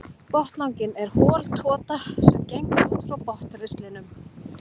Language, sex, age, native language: Icelandic, female, 40-49, Icelandic